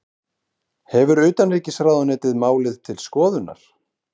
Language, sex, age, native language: Icelandic, male, 30-39, Icelandic